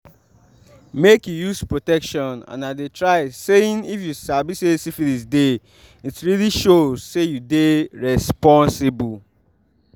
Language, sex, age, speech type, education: Nigerian Pidgin, male, 15-29, spontaneous, tertiary